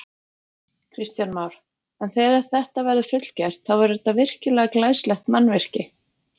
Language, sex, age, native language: Icelandic, female, 50-59, Icelandic